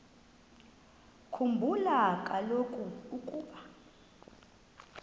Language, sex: Xhosa, female